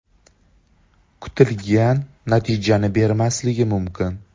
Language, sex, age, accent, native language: Uzbek, male, 18-24, Andijon, Uzbek